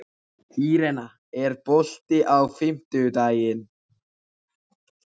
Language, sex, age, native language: Icelandic, male, 14, Icelandic